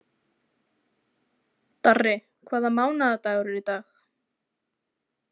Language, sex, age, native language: Icelandic, female, 20-29, Icelandic